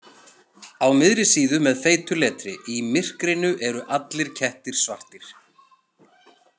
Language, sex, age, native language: Icelandic, male, 40-49, Icelandic